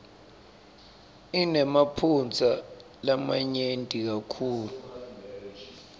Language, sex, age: Swati, male, 26